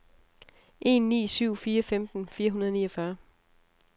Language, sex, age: Danish, female, 34